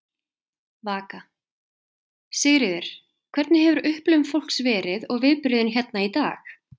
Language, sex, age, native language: Icelandic, female, 30-39, Icelandic